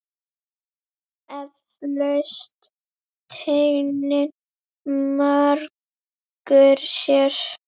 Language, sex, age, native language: Icelandic, female, 7, Icelandic